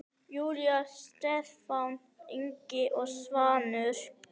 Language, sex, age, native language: Icelandic, female, 10, Icelandic